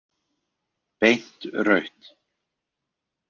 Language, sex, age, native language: Icelandic, male, 20-29, Icelandic